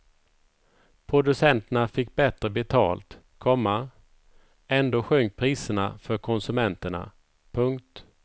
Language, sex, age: Swedish, male, 51